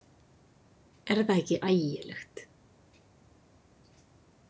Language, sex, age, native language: Icelandic, female, 50-59, Icelandic